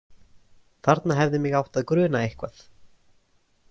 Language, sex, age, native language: Icelandic, male, 20-29, Icelandic